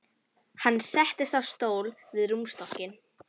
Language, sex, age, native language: Icelandic, female, 11, Icelandic